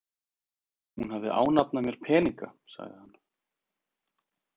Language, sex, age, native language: Icelandic, male, 30-39, Icelandic